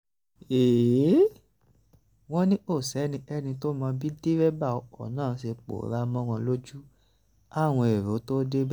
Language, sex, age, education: Yoruba, male, 15-29, tertiary